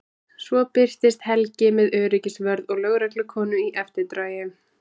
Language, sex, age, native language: Icelandic, male, 20-29, Icelandic